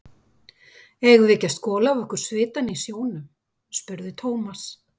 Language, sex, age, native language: Icelandic, female, 50-59, Icelandic